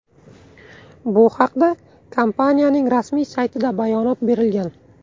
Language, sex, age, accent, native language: Uzbek, male, 18-24, Buxoro, Uzbek